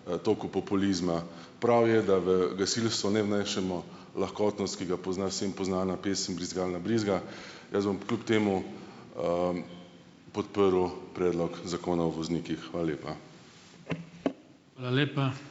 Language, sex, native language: Slovenian, male, Slovenian